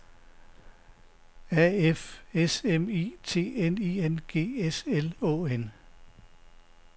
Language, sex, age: Danish, male, 69